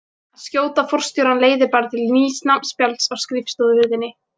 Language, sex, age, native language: Icelandic, female, 18-19, Icelandic